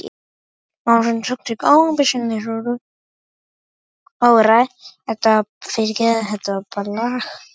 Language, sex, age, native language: Icelandic, male, 10, Icelandic